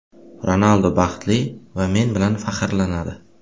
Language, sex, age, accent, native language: Uzbek, male, 18-24, Qashqadaryo, Uzbek